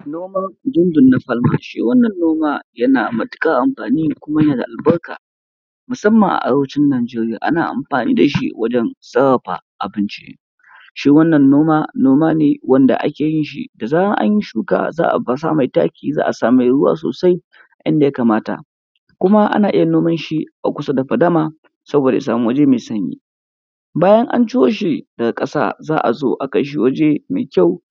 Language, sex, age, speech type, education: Hausa, male, 15-29, spontaneous, primary